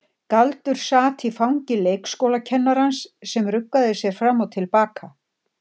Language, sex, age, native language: Icelandic, female, 60-69, Icelandic